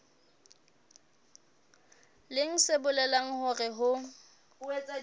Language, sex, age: Southern Sotho, female, 22